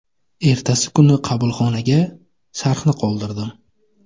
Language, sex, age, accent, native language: Uzbek, male, 25-34, Navoiy, Uzbek